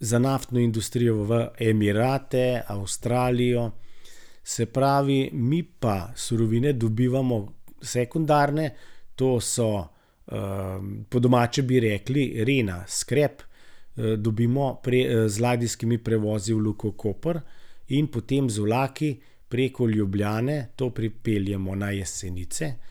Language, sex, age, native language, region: Slovenian, male, 60+, Slovenian, Gorenjska region